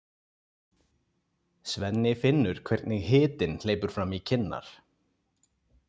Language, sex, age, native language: Icelandic, male, 20-29, Icelandic